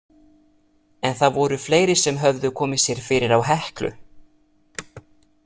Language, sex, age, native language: Icelandic, male, 30-39, Italian